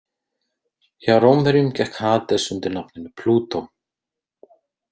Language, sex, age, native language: Icelandic, male, 30-39, Icelandic